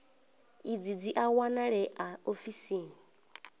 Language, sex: Venda, female